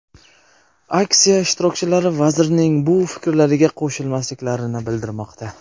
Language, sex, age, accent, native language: Uzbek, male, 18-24, Qashqadaryo, Uzbek